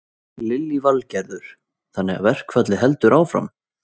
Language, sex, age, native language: Icelandic, male, 20-29, Icelandic